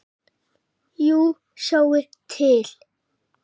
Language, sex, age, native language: Icelandic, male, 7, Icelandic